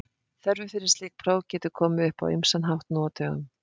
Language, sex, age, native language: Icelandic, female, 50-59, Icelandic